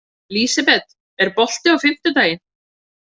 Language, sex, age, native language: Icelandic, female, 30-39, Icelandic